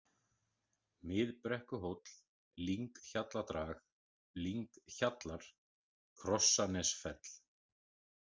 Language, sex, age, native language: Icelandic, male, 40-49, Icelandic